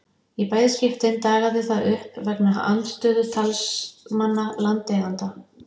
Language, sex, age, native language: Icelandic, female, 50-59, Icelandic